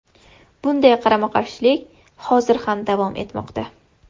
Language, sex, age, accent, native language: Uzbek, female, 18-24, Farg'ona, Uzbek